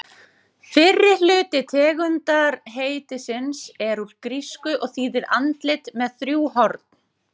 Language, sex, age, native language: Icelandic, female, 30-39, Icelandic